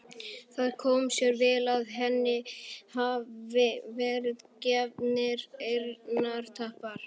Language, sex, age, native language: Icelandic, male, 11, Icelandic